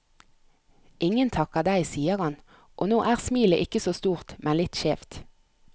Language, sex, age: Norwegian, female, 30